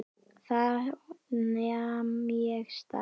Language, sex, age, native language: Icelandic, male, 10, Icelandic